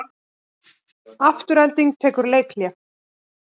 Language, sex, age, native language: Icelandic, female, 18-19, Icelandic